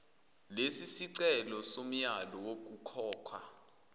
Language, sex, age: Zulu, male, 21